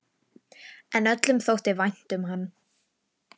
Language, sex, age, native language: Icelandic, female, 11, Icelandic